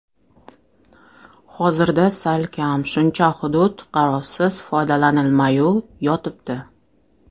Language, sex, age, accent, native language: Uzbek, female, 35+, Toshkent shahri, Russian